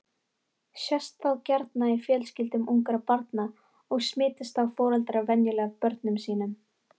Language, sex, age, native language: Icelandic, female, 18-19, Icelandic